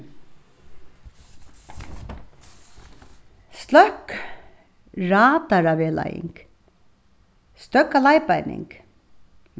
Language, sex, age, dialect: Faroese, female, 36-60, Suðuroy